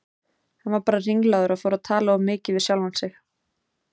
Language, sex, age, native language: Icelandic, female, 30-39, Icelandic